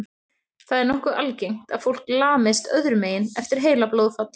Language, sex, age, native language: Icelandic, female, 30-39, Icelandic